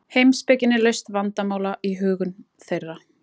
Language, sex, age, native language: Icelandic, female, 20-29, Icelandic